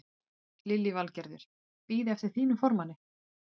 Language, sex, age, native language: Icelandic, female, 30-39, Icelandic